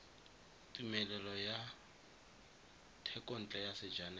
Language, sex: Tswana, male